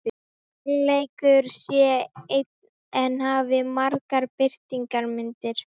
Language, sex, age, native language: Icelandic, female, 12, Icelandic